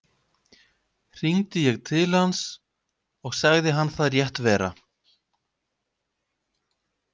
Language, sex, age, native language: Icelandic, male, 50-59, Icelandic